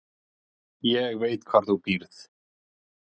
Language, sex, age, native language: Icelandic, male, 40-49, Icelandic